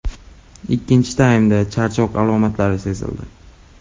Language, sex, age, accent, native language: Uzbek, male, 18-24, Andijon, Uzbek